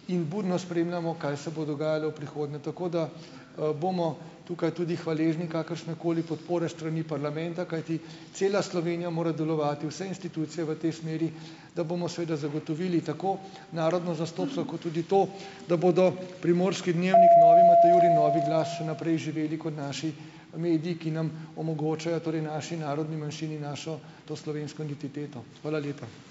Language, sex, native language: Slovenian, male, Slovenian